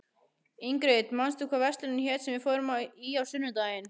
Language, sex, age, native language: Icelandic, female, 15, Icelandic